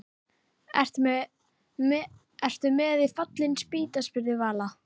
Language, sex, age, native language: Icelandic, female, 12, Icelandic